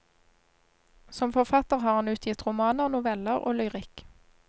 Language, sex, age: Norwegian, female, 26